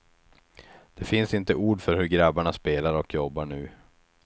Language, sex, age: Swedish, male, 36